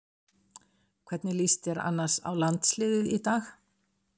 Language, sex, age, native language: Icelandic, female, 60-69, Icelandic